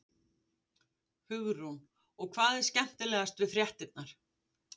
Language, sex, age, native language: Icelandic, female, 50-59, Icelandic